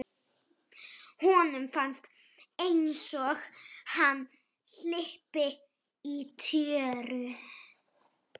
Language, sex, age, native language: Icelandic, male, 11, Icelandic